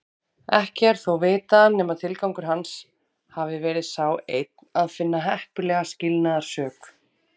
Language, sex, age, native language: Icelandic, female, 30-39, Icelandic